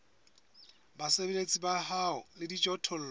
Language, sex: Southern Sotho, male